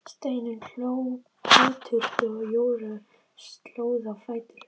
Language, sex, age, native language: Icelandic, female, 13, Icelandic